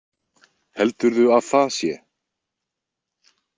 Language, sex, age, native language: Icelandic, male, 20-29, Icelandic